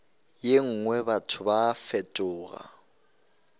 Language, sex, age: Northern Sotho, male, 19